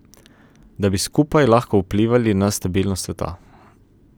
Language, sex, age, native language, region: Slovenian, male, 18-29, Slovenian, Coastal Karst region